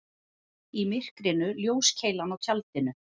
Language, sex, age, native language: Icelandic, female, 40-49, Icelandic